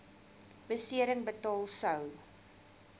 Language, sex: Afrikaans, female